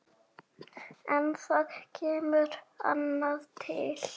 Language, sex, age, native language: Icelandic, male, 6, Icelandic